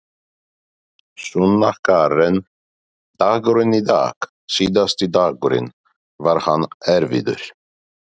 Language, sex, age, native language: Icelandic, male, 40-49, Polish